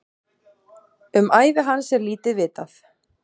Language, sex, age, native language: Icelandic, female, 40-49, Icelandic